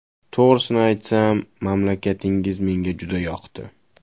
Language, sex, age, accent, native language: Uzbek, male, 18-24, Toshkent viloyati, Uzbek